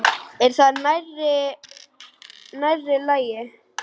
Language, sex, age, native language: Icelandic, female, 9, Icelandic